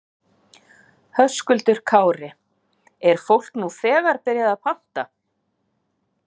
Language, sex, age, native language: Icelandic, female, 50-59, Icelandic